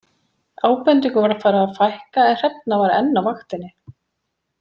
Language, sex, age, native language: Icelandic, female, 40-49, Icelandic